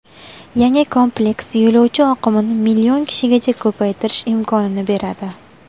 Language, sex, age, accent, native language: Uzbek, female, 19-29, Buxoro, Uzbek